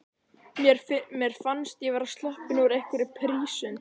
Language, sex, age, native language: Icelandic, male, 11, Icelandic